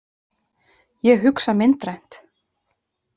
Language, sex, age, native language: Icelandic, female, 30-39, Icelandic